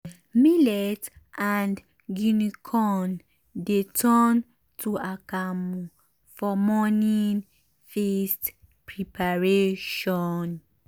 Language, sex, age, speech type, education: Nigerian Pidgin, female, 15-29, spontaneous, tertiary